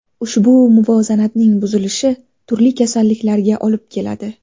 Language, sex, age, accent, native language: Uzbek, female, 19-29, Navoiy, Uzbek